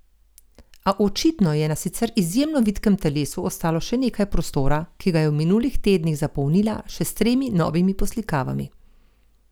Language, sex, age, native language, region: Slovenian, female, 50-59, Slovenian, Gorenjska region